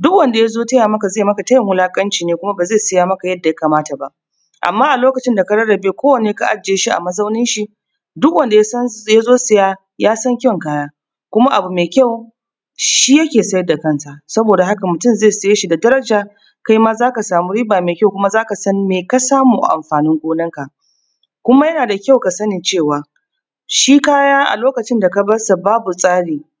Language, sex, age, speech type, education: Hausa, female, 30-45, spontaneous, tertiary